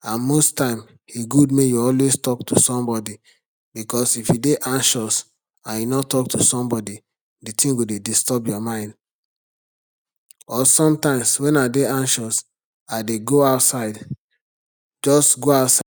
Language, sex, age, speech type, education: Nigerian Pidgin, male, 30-45, spontaneous, tertiary